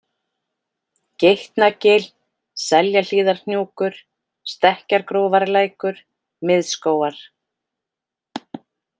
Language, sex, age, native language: Icelandic, female, 40-49, Icelandic